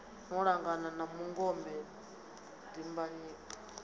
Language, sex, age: Venda, female, 22